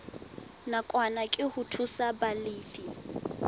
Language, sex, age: Southern Sotho, female, 19